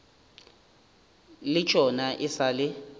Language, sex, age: Northern Sotho, male, 30